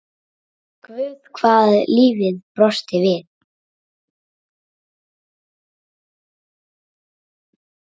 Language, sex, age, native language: Icelandic, female, 7, Icelandic